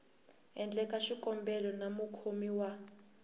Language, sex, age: Tsonga, female, 18